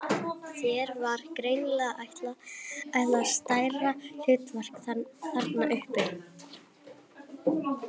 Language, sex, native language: Icelandic, female, Icelandic